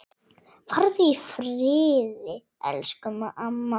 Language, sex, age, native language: Icelandic, female, 8, Icelandic